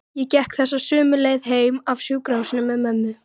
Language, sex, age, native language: Icelandic, female, 13, Icelandic